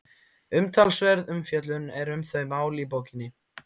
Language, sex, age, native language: Icelandic, male, 15, Icelandic